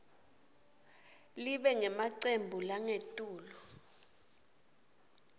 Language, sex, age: Swati, female, 26